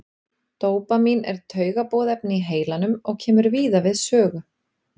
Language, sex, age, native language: Icelandic, female, 40-49, Icelandic